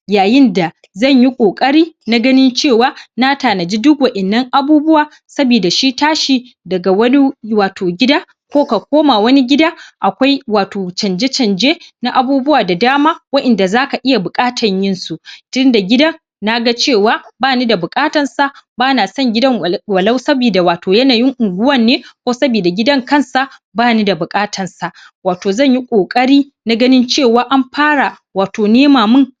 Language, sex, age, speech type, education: Hausa, female, 30-45, spontaneous, primary